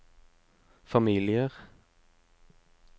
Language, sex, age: Norwegian, male, 25